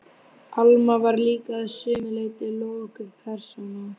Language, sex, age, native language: Icelandic, female, 12, Icelandic